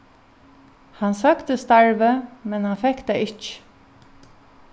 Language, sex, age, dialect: Faroese, female, 36-60, Norðuroyggjar